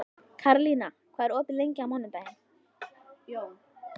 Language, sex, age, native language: Icelandic, female, 11, Icelandic